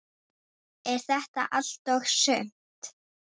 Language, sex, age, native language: Icelandic, female, 8, Icelandic